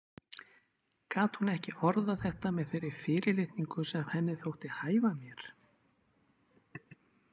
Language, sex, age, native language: Icelandic, male, 40-49, Icelandic